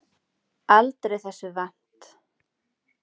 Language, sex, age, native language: Icelandic, female, 40-49, Icelandic